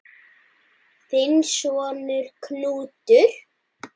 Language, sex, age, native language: Icelandic, male, 9, Icelandic